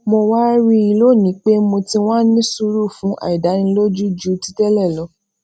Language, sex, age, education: Yoruba, female, 15-29, tertiary